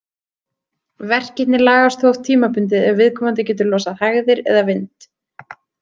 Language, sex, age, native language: Icelandic, female, 30-39, Icelandic